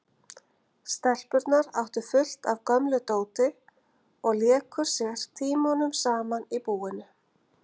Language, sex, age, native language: Icelandic, female, 50-59, Icelandic